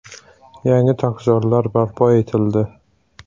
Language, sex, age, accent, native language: Uzbek, male, 18-24, Samarqand, Uzbek